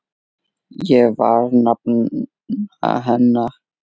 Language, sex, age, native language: Icelandic, male, 8, Icelandic